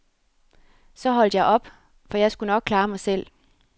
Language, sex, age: Danish, female, 33